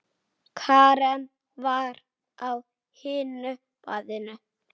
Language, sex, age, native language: Icelandic, male, 8, Icelandic